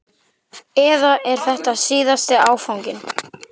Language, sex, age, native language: Icelandic, male, 12, Icelandic